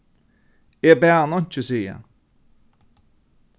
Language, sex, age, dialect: Faroese, male, 36-60, Norðurstreymoy/Eysturoy